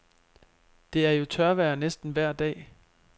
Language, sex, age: Danish, male, 25